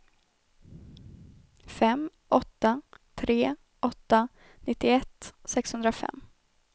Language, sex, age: Swedish, female, 21